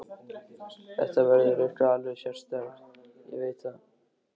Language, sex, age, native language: Icelandic, male, 13, Icelandic